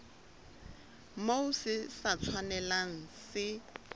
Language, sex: Southern Sotho, female